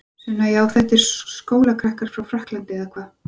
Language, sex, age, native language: Icelandic, female, 40-49, Icelandic